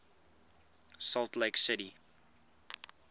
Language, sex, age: English, male, 21